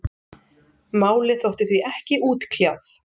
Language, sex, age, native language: Icelandic, female, 40-49, Icelandic